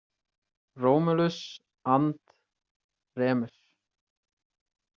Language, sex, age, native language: Icelandic, male, 30-39, Icelandic